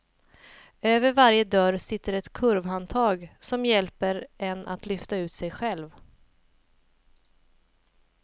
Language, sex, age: Swedish, female, 28